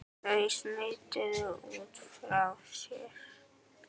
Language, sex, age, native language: Icelandic, male, 10, Icelandic